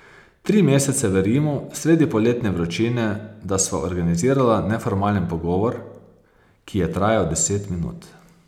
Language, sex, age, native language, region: Slovenian, male, 30-49, Slovenian, Posavska region